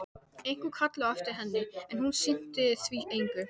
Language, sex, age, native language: Icelandic, male, 12, Icelandic